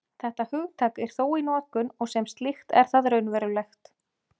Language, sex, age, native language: Icelandic, female, 30-39, Icelandic